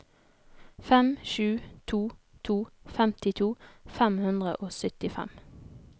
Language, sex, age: Norwegian, female, 32